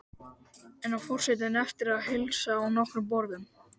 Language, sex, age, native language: Icelandic, male, 12, Icelandic